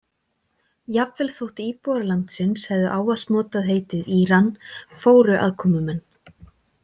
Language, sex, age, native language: Icelandic, female, 40-49, Icelandic